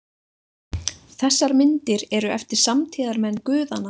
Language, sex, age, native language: Icelandic, female, 20-29, Icelandic